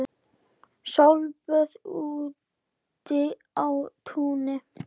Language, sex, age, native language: Icelandic, female, 10, Icelandic